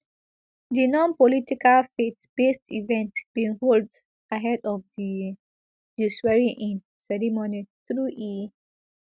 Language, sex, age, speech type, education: Nigerian Pidgin, female, 15-29, spontaneous, tertiary